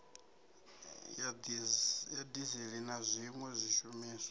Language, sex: Venda, male